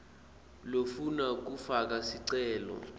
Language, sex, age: Swati, male, 18